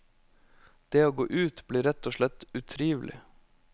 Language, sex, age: Norwegian, male, 25